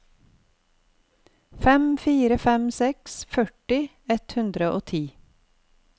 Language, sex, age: Norwegian, female, 48